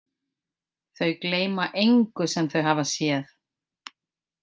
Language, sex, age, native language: Icelandic, female, 50-59, Icelandic